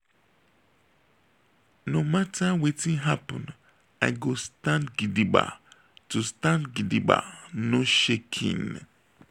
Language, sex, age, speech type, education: Nigerian Pidgin, male, 30-45, spontaneous, tertiary